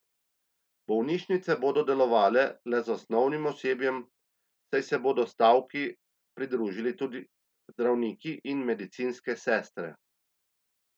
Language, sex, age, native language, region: Slovenian, male, 30-49, Slovenian, Central Slovenia